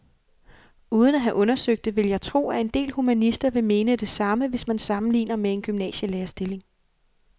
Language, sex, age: Danish, female, 28